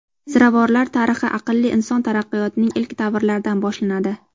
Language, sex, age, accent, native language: Uzbek, female, 18-24, Toshkent shahri, Uzbek